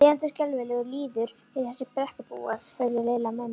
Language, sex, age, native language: Icelandic, female, 11, Icelandic